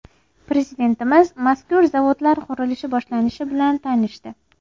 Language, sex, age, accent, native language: Uzbek, female, 18-24, Andijon, Uzbek